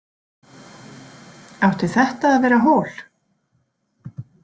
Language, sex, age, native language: Icelandic, female, 40-49, Icelandic